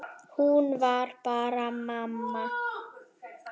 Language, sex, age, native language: Icelandic, female, 10, Icelandic